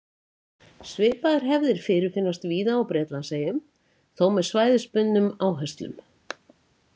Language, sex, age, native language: Icelandic, female, 70-79, Icelandic